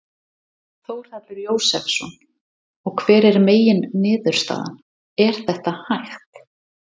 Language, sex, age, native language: Icelandic, female, 30-39, Icelandic